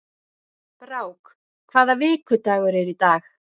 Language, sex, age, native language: Icelandic, female, 30-39, Icelandic